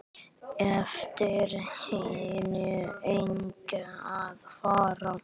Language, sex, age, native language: Icelandic, male, 10, Icelandic